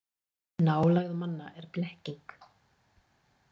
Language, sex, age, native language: Icelandic, female, 40-49, Icelandic